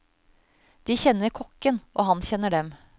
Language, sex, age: Norwegian, female, 35